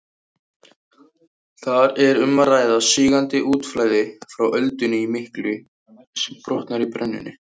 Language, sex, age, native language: Icelandic, male, 18-19, Icelandic